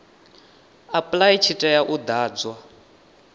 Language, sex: Venda, male